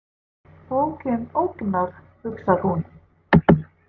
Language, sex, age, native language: Icelandic, female, 50-59, English